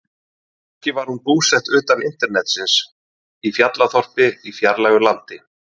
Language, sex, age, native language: Icelandic, male, 30-39, Icelandic